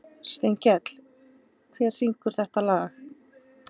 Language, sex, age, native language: Icelandic, female, 20-29, Icelandic